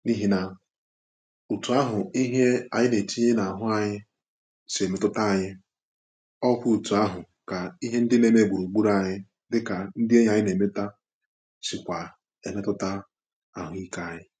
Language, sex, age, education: Igbo, male, 15-29, tertiary